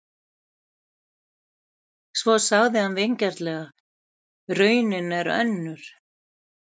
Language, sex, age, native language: Icelandic, female, 70-79, Icelandic